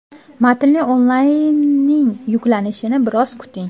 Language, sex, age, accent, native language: Uzbek, female, 18-24, Toshkent viloyati, Uzbek